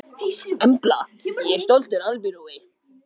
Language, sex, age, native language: Icelandic, other, 18-19, Icelandic